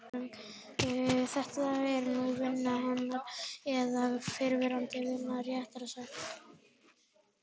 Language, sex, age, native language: Icelandic, male, 11, Icelandic